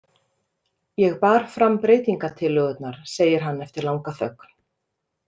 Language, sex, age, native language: Icelandic, female, 30-39, Icelandic